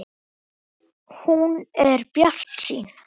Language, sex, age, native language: Icelandic, male, 18-19, Icelandic